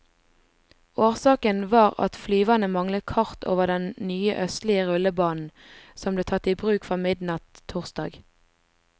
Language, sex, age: Norwegian, female, 20